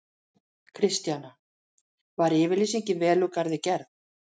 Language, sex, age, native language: Icelandic, female, 40-49, Icelandic